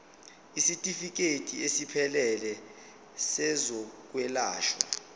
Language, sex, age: Zulu, male, 25